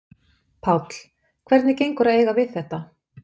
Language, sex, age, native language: Icelandic, female, 50-59, Icelandic